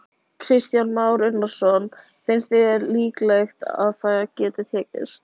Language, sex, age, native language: Icelandic, female, 18-19, Icelandic